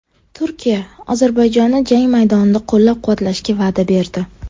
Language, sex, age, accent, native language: Uzbek, female, 18-24, Sirdaryo, Uzbek